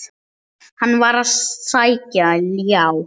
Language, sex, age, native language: Icelandic, male, 8, Icelandic